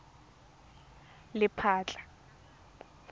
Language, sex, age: Tswana, female, 18